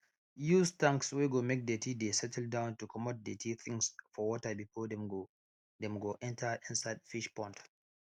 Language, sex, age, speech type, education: Nigerian Pidgin, male, 15-29, spontaneous, tertiary